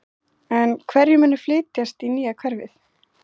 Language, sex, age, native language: Icelandic, female, 20-29, Icelandic